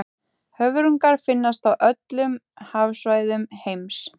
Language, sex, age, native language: Icelandic, female, 18-19, Icelandic